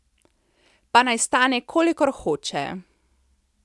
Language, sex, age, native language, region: Slovenian, female, 30-49, Slovenian, Central Slovenia